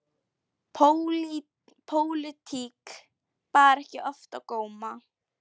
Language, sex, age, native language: Icelandic, female, 11, Polish